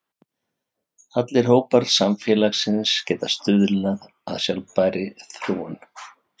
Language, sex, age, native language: Icelandic, male, 50-59, Icelandic